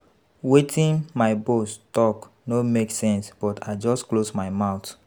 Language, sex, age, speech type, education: Nigerian Pidgin, female, 15-29, spontaneous, tertiary